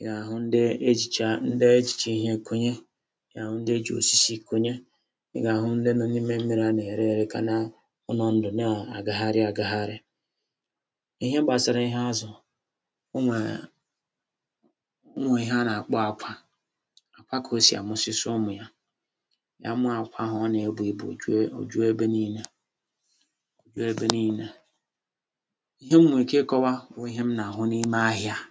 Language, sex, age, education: Igbo, male, 46-60, tertiary